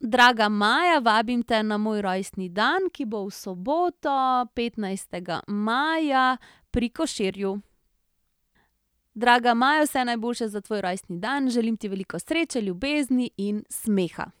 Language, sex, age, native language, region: Slovenian, female, 30-49, Slovenian, Central Slovenia